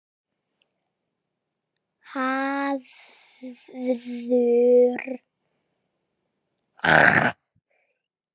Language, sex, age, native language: Icelandic, female, 6, Icelandic